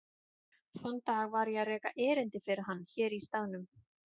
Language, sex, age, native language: Icelandic, female, 30-39, Icelandic